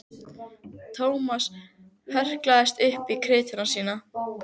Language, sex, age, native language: Icelandic, female, 15, Icelandic